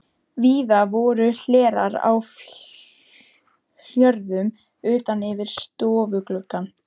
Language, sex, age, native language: Icelandic, female, 13, Icelandic